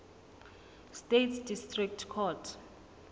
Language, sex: Southern Sotho, female